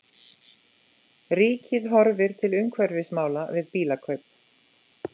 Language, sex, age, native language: Icelandic, female, 50-59, Icelandic